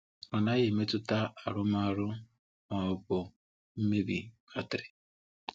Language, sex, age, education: Igbo, male, 15-29, tertiary